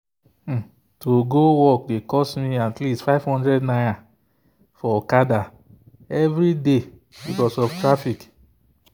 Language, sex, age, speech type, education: Nigerian Pidgin, male, 30-45, spontaneous, tertiary